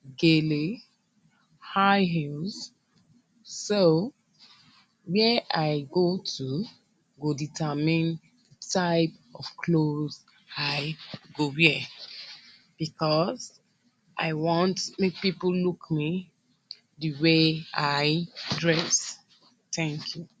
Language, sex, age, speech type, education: Nigerian Pidgin, female, 30-45, spontaneous, tertiary